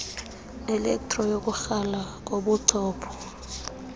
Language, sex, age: Xhosa, female, 21